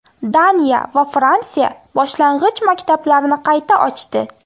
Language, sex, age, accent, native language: Uzbek, female, 18-24, Farg'ona, Uzbek